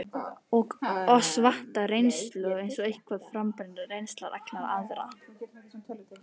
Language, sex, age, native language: Icelandic, female, 40-49, Icelandic